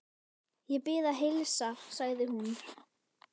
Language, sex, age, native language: Icelandic, female, 11, Icelandic